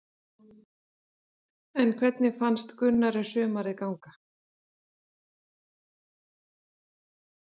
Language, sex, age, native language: Icelandic, female, 40-49, Icelandic